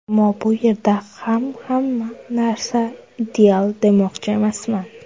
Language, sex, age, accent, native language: Uzbek, female, under 19, Surxondaryo, Uzbek